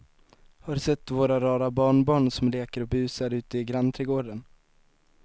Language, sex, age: Swedish, male, 19